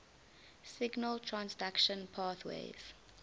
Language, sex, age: English, female, 20